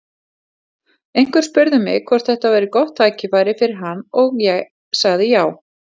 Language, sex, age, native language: Icelandic, female, 40-49, Icelandic